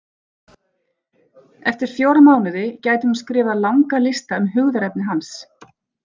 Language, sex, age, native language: Icelandic, female, 40-49, Icelandic